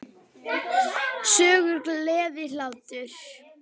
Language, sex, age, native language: Icelandic, female, 9, Icelandic